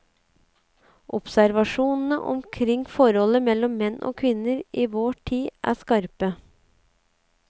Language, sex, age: Norwegian, female, 35